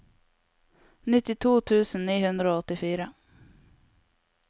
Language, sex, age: Norwegian, female, 22